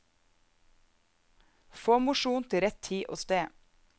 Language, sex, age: Norwegian, female, 34